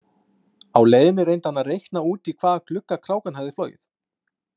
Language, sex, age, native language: Icelandic, male, 20-29, Icelandic